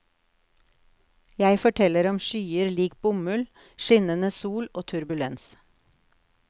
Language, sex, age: Norwegian, female, 48